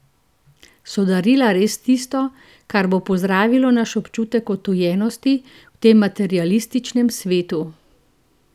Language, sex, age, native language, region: Slovenian, female, 50-59, Slovenian, Central Slovenia